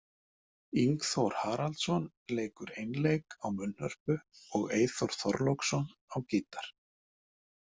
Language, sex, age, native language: Icelandic, male, 50-59, Icelandic